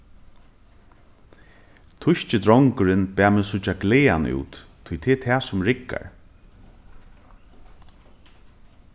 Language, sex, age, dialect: Faroese, male, 15-35, Norðuroyggjar